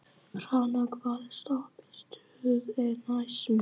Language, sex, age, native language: Icelandic, male, 11, Vietnamese